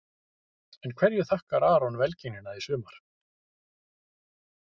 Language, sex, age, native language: Icelandic, male, 50-59, Icelandic